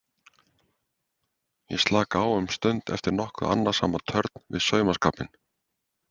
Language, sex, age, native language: Icelandic, male, 50-59, Icelandic